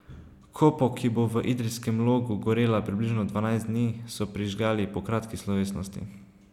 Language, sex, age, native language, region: Slovenian, male, 18-29, Slovenian, Savinja region